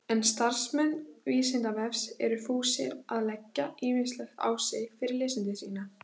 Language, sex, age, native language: Icelandic, female, 16, Icelandic